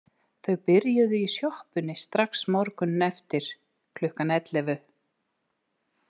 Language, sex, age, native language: Icelandic, female, 60-69, Icelandic